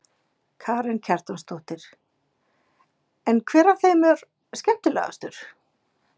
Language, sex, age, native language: Icelandic, female, 50-59, Icelandic